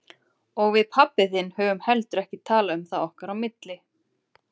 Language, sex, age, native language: Icelandic, female, 30-39, Icelandic